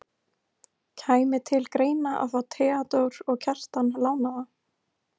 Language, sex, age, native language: Icelandic, female, 20-29, Icelandic